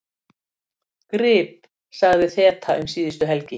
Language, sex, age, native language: Icelandic, female, 60-69, Icelandic